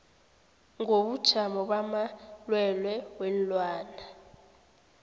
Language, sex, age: South Ndebele, female, 18